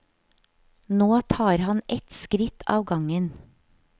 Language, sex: Norwegian, female